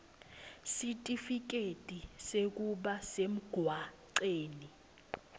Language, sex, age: Swati, female, 20